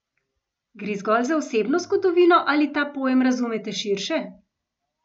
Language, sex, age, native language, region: Slovenian, female, 50-59, Slovenian, Gorenjska region